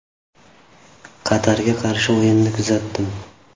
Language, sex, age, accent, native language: Uzbek, male, 18-24, Farg'ona, Uzbek